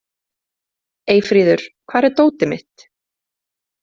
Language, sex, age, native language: Icelandic, female, 30-39, Icelandic